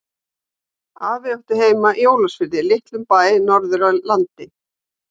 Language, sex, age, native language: Icelandic, female, 50-59, Icelandic